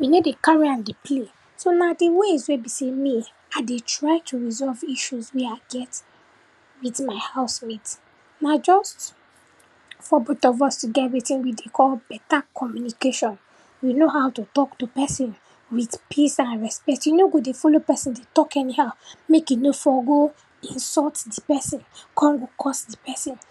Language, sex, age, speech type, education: Nigerian Pidgin, female, 15-29, spontaneous, tertiary